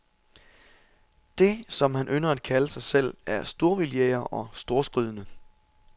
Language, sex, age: Danish, male, 27